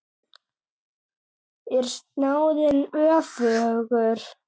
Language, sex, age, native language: Icelandic, male, 8, Icelandic